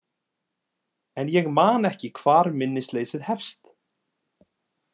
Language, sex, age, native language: Icelandic, male, 20-29, Icelandic